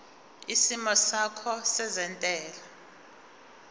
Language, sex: Zulu, female